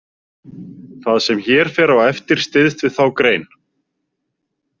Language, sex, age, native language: Icelandic, male, 40-49, Icelandic